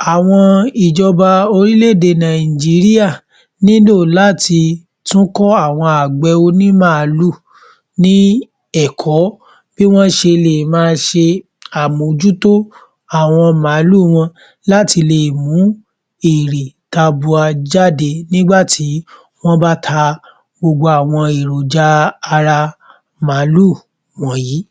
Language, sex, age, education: Yoruba, male, 15-29, tertiary